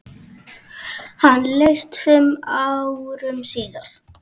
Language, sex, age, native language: Icelandic, female, 7, Icelandic